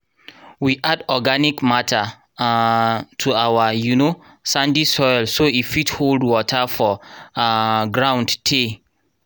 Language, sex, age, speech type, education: Nigerian Pidgin, male, 30-45, spontaneous, tertiary